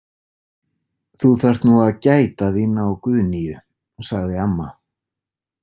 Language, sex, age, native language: Icelandic, male, 40-49, Icelandic